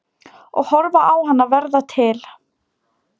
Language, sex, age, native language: Icelandic, female, 18-19, Polish